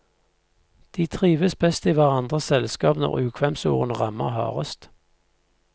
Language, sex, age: Norwegian, male, 50